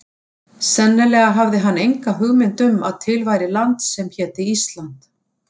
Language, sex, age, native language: Icelandic, female, 60-69, Icelandic